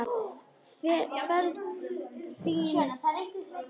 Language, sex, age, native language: Icelandic, other, 10, Icelandic